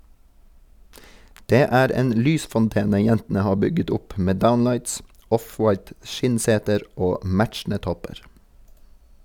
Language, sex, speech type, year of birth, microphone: Norwegian, male, read, 1983, Sennheiser